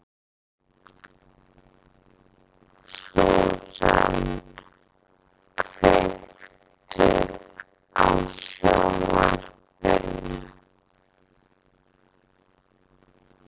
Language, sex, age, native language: Icelandic, female, 30-39, Icelandic